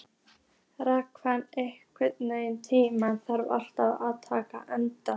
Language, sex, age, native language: Icelandic, female, 14, Icelandic